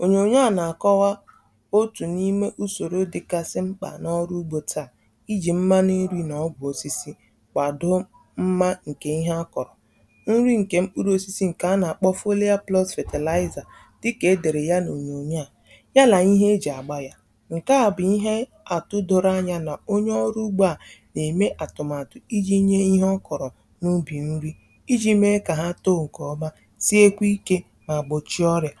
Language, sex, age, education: Igbo, female, 15-29, tertiary